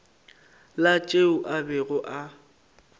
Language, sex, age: Northern Sotho, male, 19